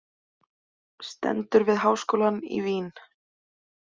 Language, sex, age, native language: Icelandic, male, 20-29, Icelandic